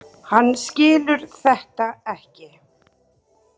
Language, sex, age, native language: Icelandic, female, 30-39, Icelandic